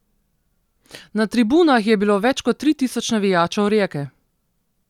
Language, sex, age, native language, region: Slovenian, female, 30-49, Slovenian, Southeast Slovenia